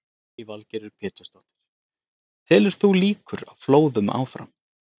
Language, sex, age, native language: Icelandic, male, 30-39, Icelandic